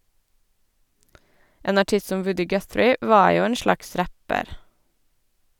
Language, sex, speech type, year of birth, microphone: Norwegian, female, read, 1982, Sennheiser